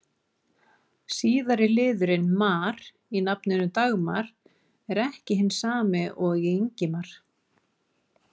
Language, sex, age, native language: Icelandic, female, 40-49, Icelandic